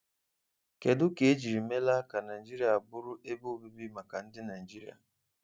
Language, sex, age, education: Igbo, male, 15-29, tertiary